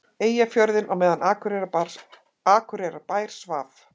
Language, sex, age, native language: Icelandic, female, 50-59, Icelandic